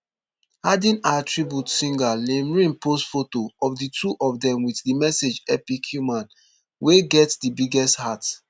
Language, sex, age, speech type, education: Nigerian Pidgin, male, 15-29, spontaneous, tertiary